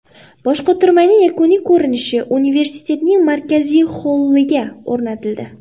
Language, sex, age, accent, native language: Uzbek, female, 18-24, Qoraqalpog'iston, Uzbek